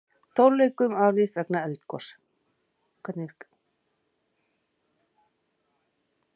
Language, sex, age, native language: Icelandic, female, 50-59, Icelandic